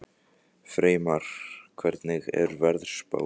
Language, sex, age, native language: Icelandic, other, 14, Icelandic